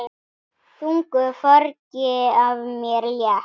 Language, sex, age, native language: Icelandic, female, 10, Icelandic